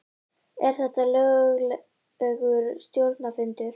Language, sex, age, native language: Icelandic, female, 18-19, Icelandic